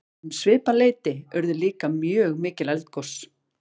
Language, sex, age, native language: Icelandic, female, 40-49, Icelandic